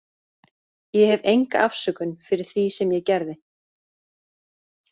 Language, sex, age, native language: Icelandic, female, 30-39, Icelandic